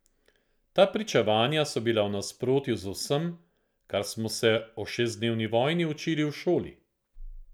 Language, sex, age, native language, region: Slovenian, male, 50-59, Slovenian, Central Slovenia